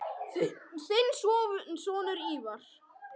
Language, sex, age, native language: Icelandic, male, 10, Polish